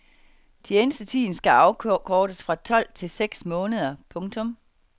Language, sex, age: Danish, female, 49